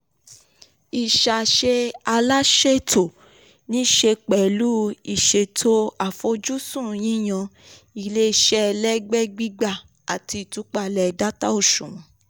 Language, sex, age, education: Yoruba, female, 15-29, tertiary